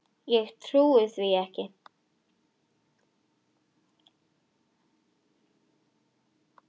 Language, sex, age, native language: Icelandic, female, 10, Icelandic